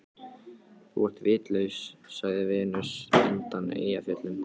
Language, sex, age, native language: Icelandic, male, 14, Icelandic